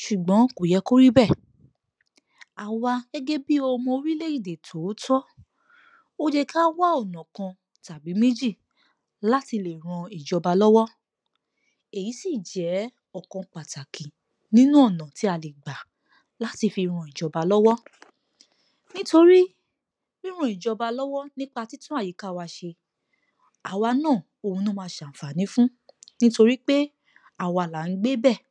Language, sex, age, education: Yoruba, female, 30-45, tertiary